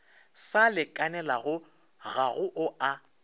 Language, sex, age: Northern Sotho, male, 24